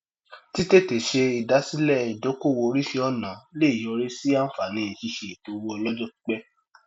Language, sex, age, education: Yoruba, male, 30-45, tertiary